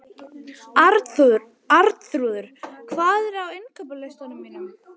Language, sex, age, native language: Icelandic, female, 13, Icelandic